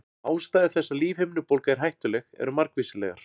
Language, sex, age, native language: Icelandic, male, 40-49, Icelandic